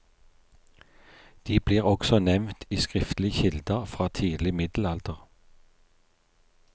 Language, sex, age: Norwegian, male, 43